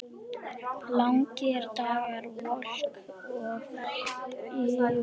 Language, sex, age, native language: Icelandic, other, 10, Icelandic